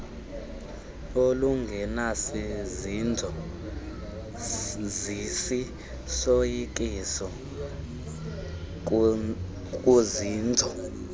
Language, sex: Xhosa, male